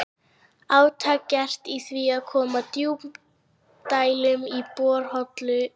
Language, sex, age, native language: Icelandic, female, 11, Icelandic